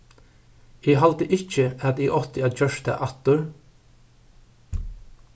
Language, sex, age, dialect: Faroese, male, 61+, Suðurstreymoy